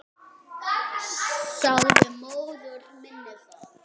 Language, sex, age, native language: Icelandic, male, 8, Icelandic